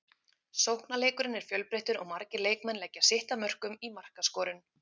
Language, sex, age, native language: Icelandic, female, 30-39, Icelandic